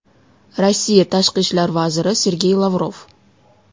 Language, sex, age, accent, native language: Uzbek, female, 19-29, Toshkent shahri, Uzbek